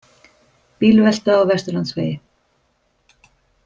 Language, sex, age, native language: Icelandic, female, 50-59, Icelandic